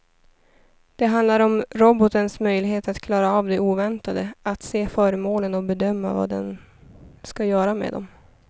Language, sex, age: Swedish, female, 23